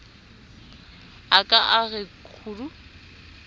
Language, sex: Southern Sotho, female